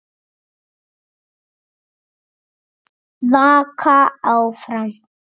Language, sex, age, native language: Icelandic, female, 7, Icelandic